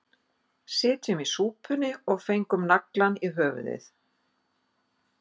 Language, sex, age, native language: Icelandic, female, 50-59, Icelandic